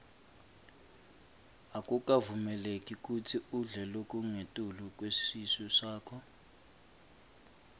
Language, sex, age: Swati, male, 25